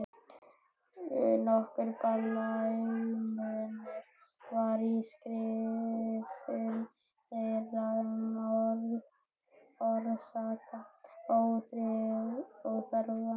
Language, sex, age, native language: Icelandic, male, 12, Icelandic